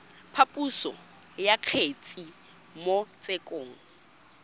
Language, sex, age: Tswana, female, 22